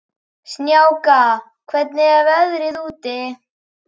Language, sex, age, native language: Icelandic, male, 11, Icelandic